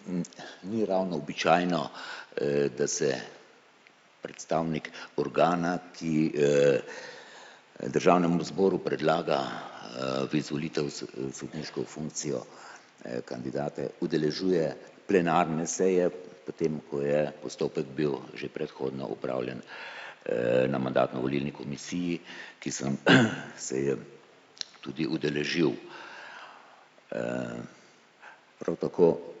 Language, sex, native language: Slovenian, male, Slovenian